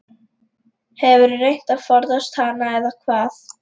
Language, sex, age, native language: Icelandic, female, 11, Lithuanian